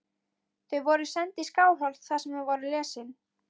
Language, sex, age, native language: Icelandic, female, 13, Icelandic